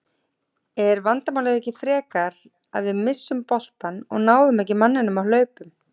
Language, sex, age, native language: Icelandic, female, 40-49, Icelandic